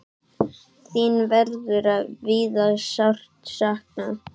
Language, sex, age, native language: Icelandic, male, 8, Icelandic